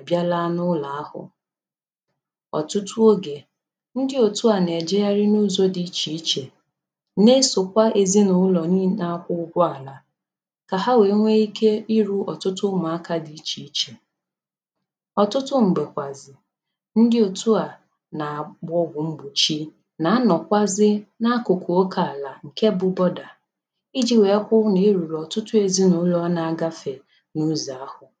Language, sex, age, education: Igbo, female, 15-29, tertiary